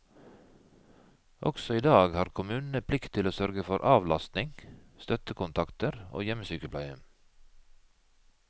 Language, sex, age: Norwegian, male, 51